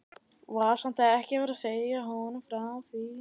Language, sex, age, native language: Icelandic, male, 14, Icelandic